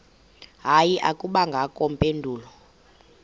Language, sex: Xhosa, female